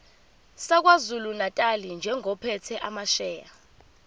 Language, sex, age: Zulu, female, 25